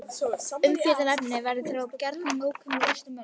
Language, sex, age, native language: Icelandic, female, 12, Icelandic